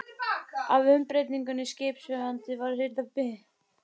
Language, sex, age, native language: Icelandic, female, 15, Icelandic